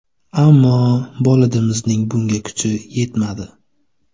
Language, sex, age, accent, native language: Uzbek, male, 25-34, Navoiy, Uzbek